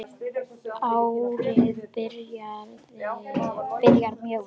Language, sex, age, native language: Icelandic, other, 10, Icelandic